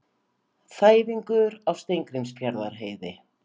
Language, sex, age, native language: Icelandic, female, 50-59, Icelandic